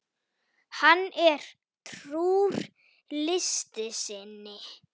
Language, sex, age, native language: Icelandic, female, 9, Icelandic